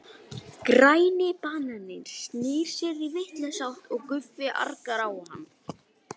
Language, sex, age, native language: Icelandic, male, 18-19, Icelandic